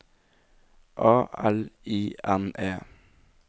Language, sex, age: Norwegian, male, 17